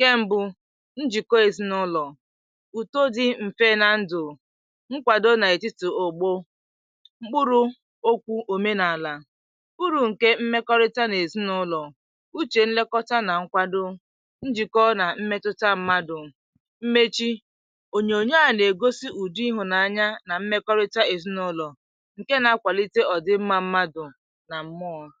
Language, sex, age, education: Igbo, female, 15-29, tertiary